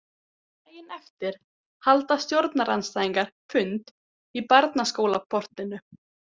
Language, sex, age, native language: Icelandic, female, 18-19, Icelandic